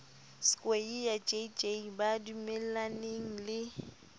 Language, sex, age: Southern Sotho, female, 25